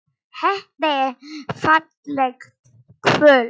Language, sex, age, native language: Icelandic, male, 9, Polish